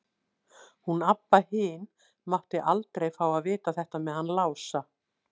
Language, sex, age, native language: Icelandic, female, 60-69, Icelandic